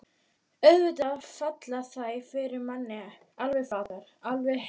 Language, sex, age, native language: Icelandic, female, 12, Icelandic